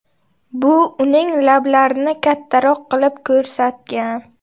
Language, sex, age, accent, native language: Uzbek, female, 18-24, Buxoro, Uzbek